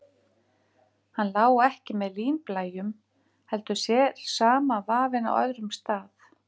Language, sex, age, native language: Icelandic, female, 50-59, Icelandic